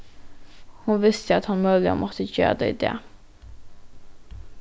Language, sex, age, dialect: Faroese, female, 15-35, Norðuroyggjar